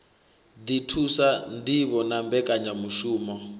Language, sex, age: Venda, male, 21